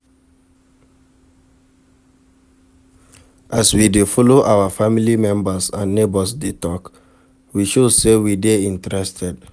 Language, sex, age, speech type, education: Nigerian Pidgin, male, 46-60, read, secondary